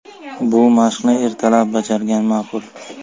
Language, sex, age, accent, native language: Uzbek, male, 25-34, Buxoro, Uzbek